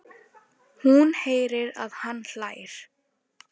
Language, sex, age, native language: Icelandic, female, 10, Icelandic